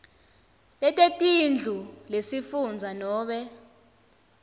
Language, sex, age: Swati, female, 19